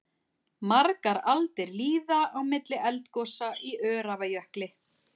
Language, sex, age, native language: Icelandic, female, 40-49, Icelandic